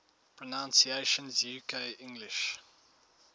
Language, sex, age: English, male, 19